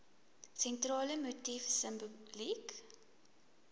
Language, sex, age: Afrikaans, female, 19